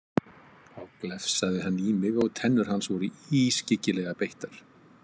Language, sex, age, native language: Icelandic, male, 50-59, Icelandic